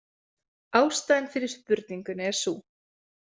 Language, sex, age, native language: Icelandic, female, 30-39, Icelandic